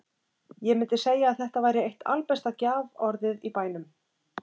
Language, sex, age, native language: Icelandic, female, 30-39, Icelandic